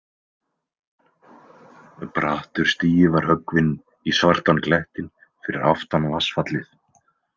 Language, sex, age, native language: Icelandic, male, 20-29, Icelandic